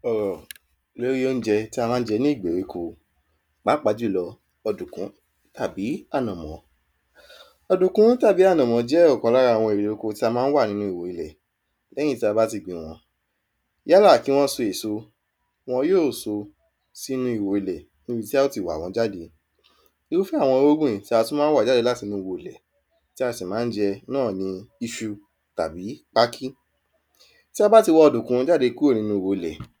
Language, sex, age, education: Yoruba, male, 15-29, tertiary